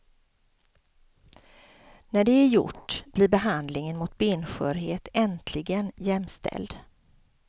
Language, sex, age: Swedish, female, 50